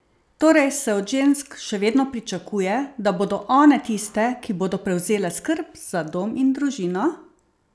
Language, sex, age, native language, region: Slovenian, female, 50-59, Slovenian, Savinja region